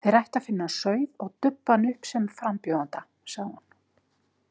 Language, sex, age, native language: Icelandic, female, 50-59, Icelandic